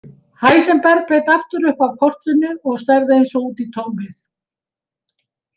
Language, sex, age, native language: Icelandic, female, 70-79, Icelandic